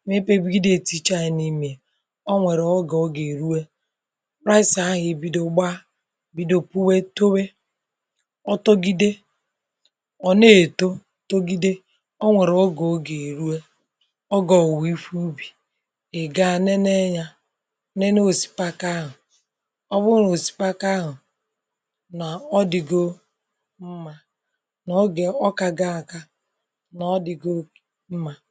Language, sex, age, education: Igbo, female, 30-45, tertiary